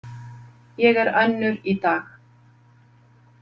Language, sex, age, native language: Icelandic, female, 50-59, Icelandic